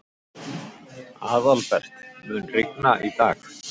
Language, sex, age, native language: Icelandic, male, 50-59, Icelandic